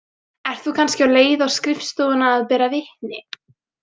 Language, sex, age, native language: Icelandic, female, 18-19, Icelandic